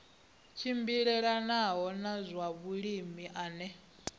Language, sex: Venda, female